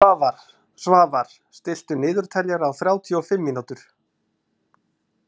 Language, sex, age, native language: Icelandic, male, 40-49, Icelandic